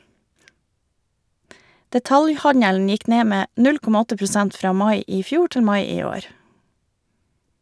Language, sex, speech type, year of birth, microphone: Norwegian, female, read, 1973, Shure